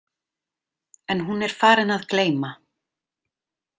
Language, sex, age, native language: Icelandic, female, 30-39, Icelandic